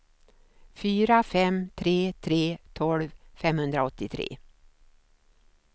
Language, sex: Swedish, female